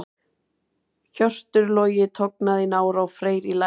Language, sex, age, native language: Icelandic, female, 30-39, Icelandic